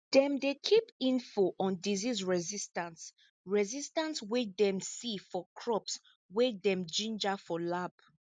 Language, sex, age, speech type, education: Nigerian Pidgin, female, 15-29, spontaneous, tertiary